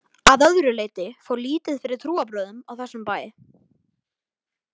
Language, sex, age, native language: Icelandic, male, 18-19, Icelandic